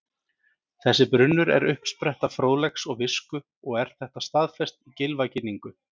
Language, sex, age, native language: Icelandic, male, 30-39, Icelandic